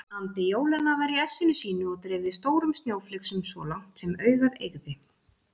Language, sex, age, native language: Icelandic, female, 40-49, Icelandic